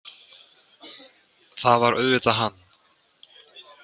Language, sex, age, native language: Icelandic, male, 18-19, Icelandic